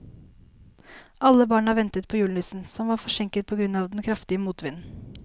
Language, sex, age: Norwegian, female, 19